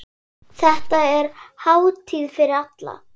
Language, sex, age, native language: Icelandic, female, 8, Icelandic